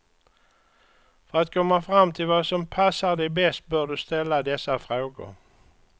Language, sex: Swedish, male